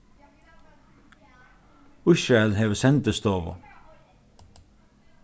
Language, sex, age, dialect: Faroese, male, 36-60, Norðurstreymoy/Eysturoy